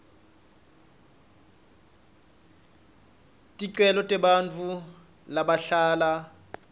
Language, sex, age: Swati, male, 26